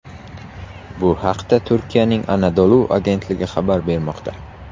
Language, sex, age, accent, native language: Uzbek, male, 18-24, Qashqadaryo, Uzbek